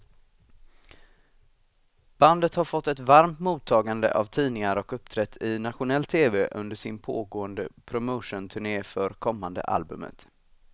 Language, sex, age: Swedish, male, 26